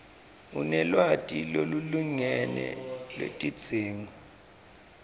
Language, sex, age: Swati, male, 26